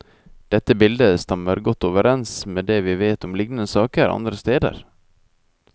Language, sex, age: Norwegian, male, 24